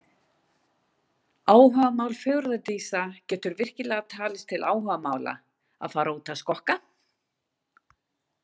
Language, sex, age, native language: Icelandic, female, 60-69, Icelandic